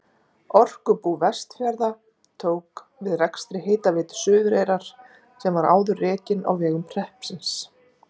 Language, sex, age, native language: Icelandic, female, 40-49, Icelandic